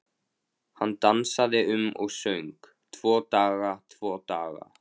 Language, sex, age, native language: Icelandic, male, 15, Icelandic